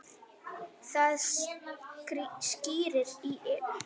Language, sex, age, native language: Icelandic, female, 9, Icelandic